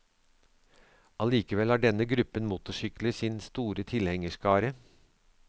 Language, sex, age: Norwegian, male, 63